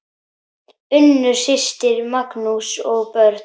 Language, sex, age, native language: Icelandic, male, 10, Icelandic